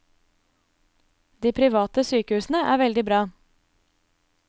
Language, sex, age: Norwegian, female, 24